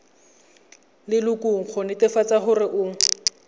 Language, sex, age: Tswana, male, 20